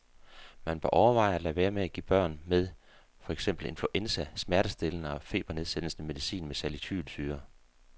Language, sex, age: Danish, male, 48